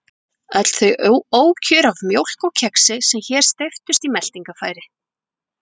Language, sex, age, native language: Icelandic, female, 40-49, Icelandic